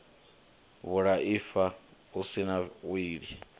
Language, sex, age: Venda, male, 25